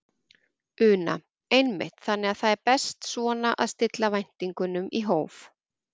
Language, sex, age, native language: Icelandic, female, 40-49, Icelandic